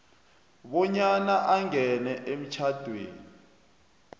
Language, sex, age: South Ndebele, male, 29